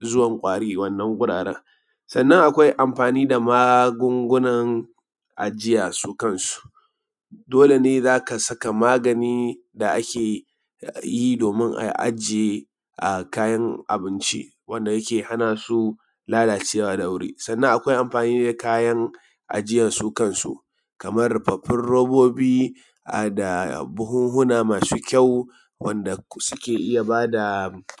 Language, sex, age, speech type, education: Hausa, male, 30-45, spontaneous, tertiary